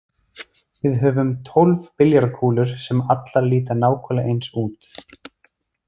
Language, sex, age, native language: Icelandic, male, 30-39, Icelandic